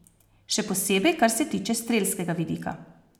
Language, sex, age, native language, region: Slovenian, female, 30-49, Slovenian, Posavska region